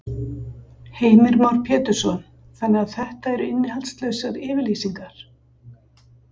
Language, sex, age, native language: Icelandic, female, 50-59, Icelandic